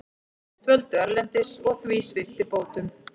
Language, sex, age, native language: Icelandic, female, 40-49, Icelandic